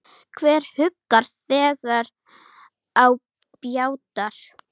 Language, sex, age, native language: Icelandic, female, 9, Icelandic